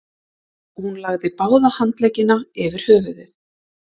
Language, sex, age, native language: Icelandic, female, 30-39, Icelandic